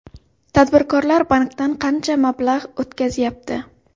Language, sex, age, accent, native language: Uzbek, female, 18-24, Xorazm, Uzbek